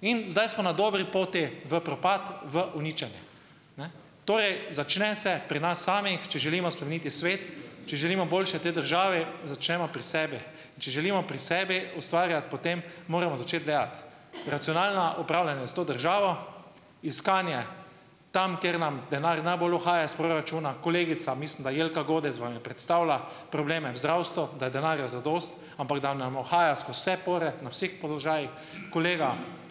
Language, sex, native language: Slovenian, male, Slovenian